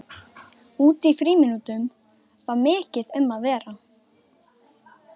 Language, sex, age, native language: Icelandic, female, 12, Icelandic